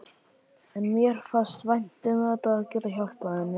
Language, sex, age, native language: Icelandic, male, 11, Icelandic